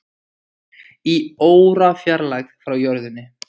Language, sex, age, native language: Icelandic, male, 20-29, Icelandic